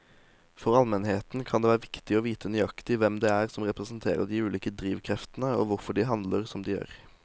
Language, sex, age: Norwegian, male, 18